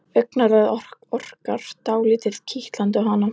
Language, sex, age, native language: Icelandic, female, 11, Icelandic